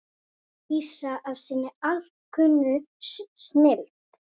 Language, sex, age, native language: Icelandic, female, 8, Icelandic